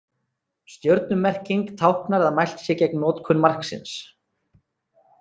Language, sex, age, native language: Icelandic, male, 30-39, Icelandic